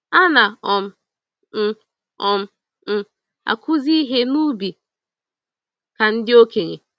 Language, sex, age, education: Igbo, female, 15-29, tertiary